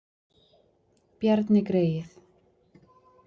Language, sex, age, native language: Icelandic, female, 40-49, Icelandic